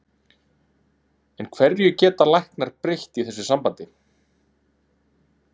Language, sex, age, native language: Icelandic, male, 30-39, Icelandic